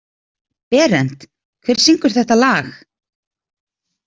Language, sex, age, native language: Icelandic, female, 30-39, Icelandic